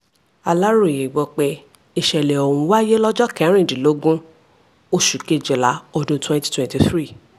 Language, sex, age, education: Yoruba, female, 15-29, tertiary